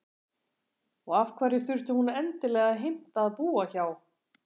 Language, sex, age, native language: Icelandic, female, 40-49, Icelandic